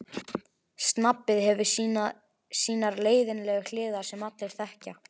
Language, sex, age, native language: Icelandic, male, 11, Icelandic